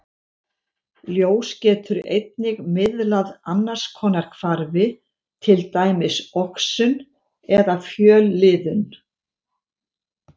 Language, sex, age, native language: Icelandic, female, 70-79, Icelandic